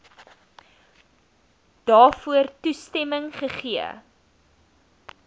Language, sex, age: Afrikaans, female, 19